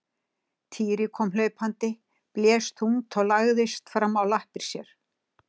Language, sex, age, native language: Icelandic, female, 60-69, Icelandic